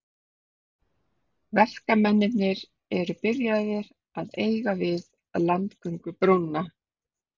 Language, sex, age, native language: Icelandic, female, 30-39, Icelandic